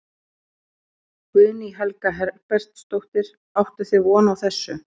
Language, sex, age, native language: Icelandic, female, 30-39, Icelandic